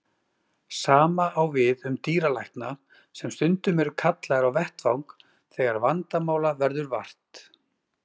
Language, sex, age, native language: Icelandic, male, 40-49, Icelandic